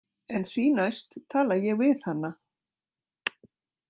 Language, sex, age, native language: Icelandic, female, 60-69, Icelandic